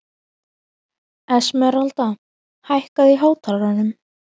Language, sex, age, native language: Icelandic, female, 12, Icelandic